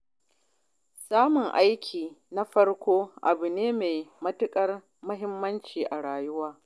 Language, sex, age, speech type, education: Hausa, female, 30-45, spontaneous, tertiary